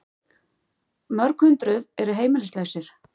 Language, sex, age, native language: Icelandic, female, 50-59, Icelandic